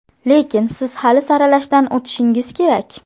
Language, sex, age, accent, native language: Uzbek, female, 18-24, Toshkent shahri, Uzbek